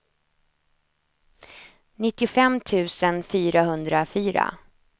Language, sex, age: Swedish, female, 28